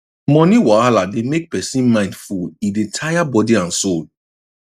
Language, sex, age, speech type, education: Nigerian Pidgin, male, 30-45, spontaneous, tertiary